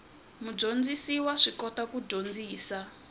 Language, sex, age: Tsonga, female, 20